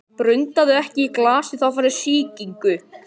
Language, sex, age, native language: Icelandic, other, 18-19, Icelandic